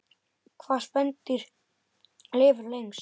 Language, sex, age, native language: Icelandic, male, 9, Icelandic